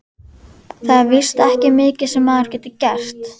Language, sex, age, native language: Icelandic, female, 11, Icelandic